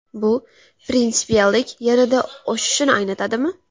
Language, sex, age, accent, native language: Uzbek, female, 19-29, Samarqand, Uzbek